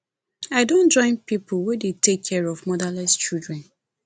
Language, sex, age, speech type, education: Nigerian Pidgin, female, 30-45, spontaneous, tertiary